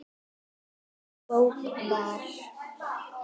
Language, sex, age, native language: Icelandic, female, 10, Icelandic